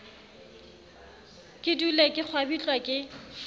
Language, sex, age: Southern Sotho, female, 35